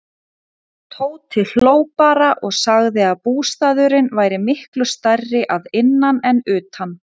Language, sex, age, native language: Icelandic, female, 30-39, Icelandic